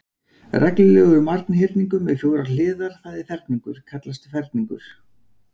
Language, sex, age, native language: Icelandic, male, 40-49, Icelandic